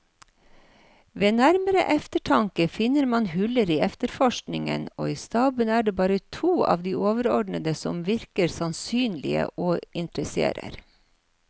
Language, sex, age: Norwegian, female, 53